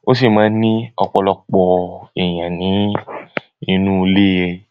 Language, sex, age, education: Yoruba, male, 15-29, tertiary